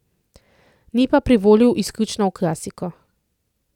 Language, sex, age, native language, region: Slovenian, female, 30-49, Slovenian, Central Slovenia